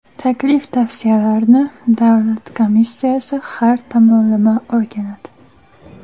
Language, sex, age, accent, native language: Uzbek, female, 18-24, Toshkent shahri, Uzbek